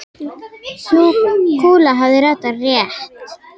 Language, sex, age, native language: Icelandic, female, 10, Icelandic